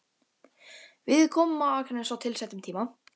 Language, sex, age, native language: Icelandic, female, 12, Icelandic